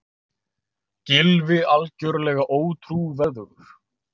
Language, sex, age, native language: Icelandic, male, 30-39, Icelandic